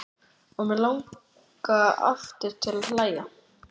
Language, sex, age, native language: Icelandic, male, 11, Icelandic